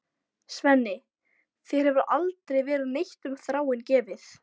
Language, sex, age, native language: Icelandic, female, 12, Icelandic